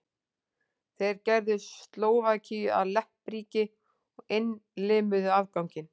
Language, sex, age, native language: Icelandic, female, 40-49, Icelandic